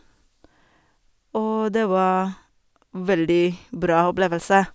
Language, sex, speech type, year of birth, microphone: Norwegian, female, spontaneous, 1979, Sennheiser